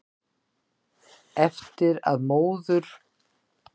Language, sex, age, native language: Icelandic, female, 60-69, Icelandic